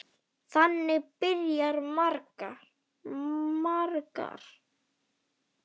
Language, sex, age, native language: Icelandic, male, 9, Icelandic